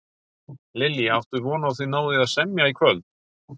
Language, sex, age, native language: Icelandic, male, 40-49, Icelandic